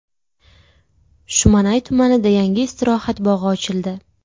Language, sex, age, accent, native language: Uzbek, female, 18-24, Buxoro, Uzbek